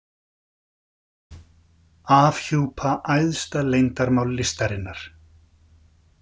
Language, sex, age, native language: Icelandic, male, 50-59, Icelandic